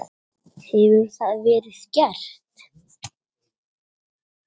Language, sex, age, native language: Icelandic, male, 8, Icelandic